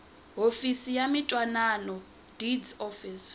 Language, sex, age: Tsonga, female, 20